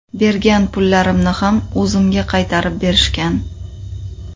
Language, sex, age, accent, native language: Uzbek, female, 25-34, Qoraqalpog'iston, Uzbek